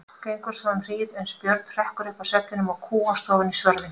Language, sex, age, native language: Icelandic, female, 50-59, Icelandic